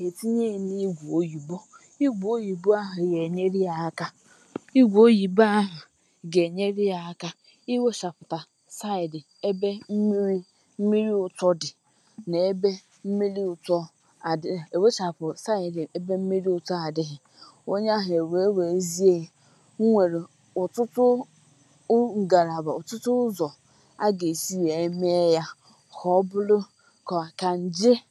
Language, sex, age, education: Igbo, female, 15-29, tertiary